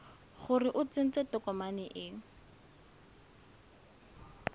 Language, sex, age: Tswana, female, 22